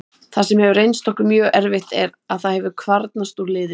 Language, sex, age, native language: Icelandic, female, 30-39, Icelandic